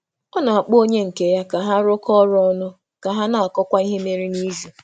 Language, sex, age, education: Igbo, female, 30-45, tertiary